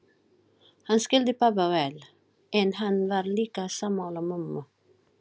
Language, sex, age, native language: Icelandic, female, 40-49, Filipino